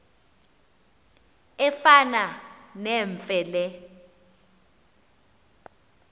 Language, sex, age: Xhosa, female, 24